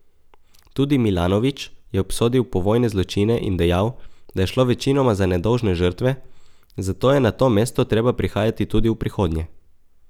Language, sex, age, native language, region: Slovenian, male, 18-29, Slovenian, Coastal Karst region